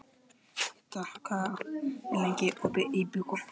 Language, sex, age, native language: Icelandic, male, 12, Icelandic